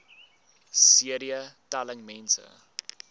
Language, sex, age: Afrikaans, male, 19